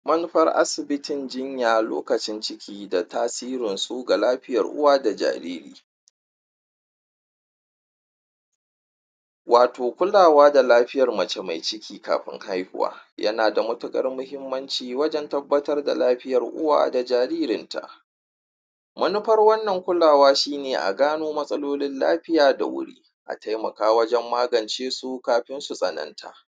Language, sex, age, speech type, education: Hausa, male, 30-45, spontaneous, tertiary